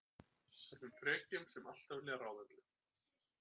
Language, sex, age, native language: Icelandic, male, 30-39, Icelandic